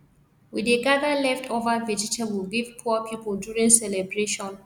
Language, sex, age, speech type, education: Nigerian Pidgin, female, 30-45, spontaneous, tertiary